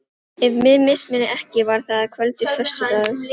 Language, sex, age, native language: Icelandic, female, 12, Filipino